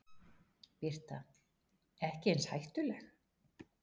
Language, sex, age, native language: Icelandic, female, 40-49, Icelandic